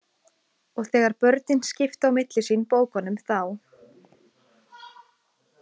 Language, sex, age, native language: Icelandic, female, 20-29, Icelandic